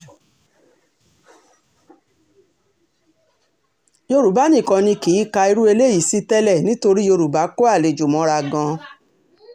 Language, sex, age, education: Yoruba, female, 60+, tertiary